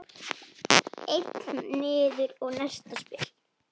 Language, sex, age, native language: Icelandic, female, 9, Icelandic